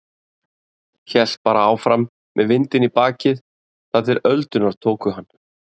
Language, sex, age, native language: Icelandic, male, 30-39, Icelandic